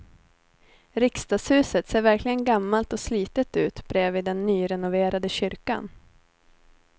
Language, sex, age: Swedish, female, 19